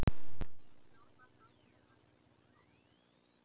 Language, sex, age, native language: Icelandic, female, 60-69, Icelandic